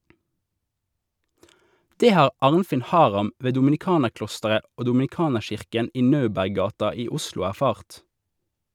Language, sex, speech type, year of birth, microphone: Norwegian, male, read, 1988, Shure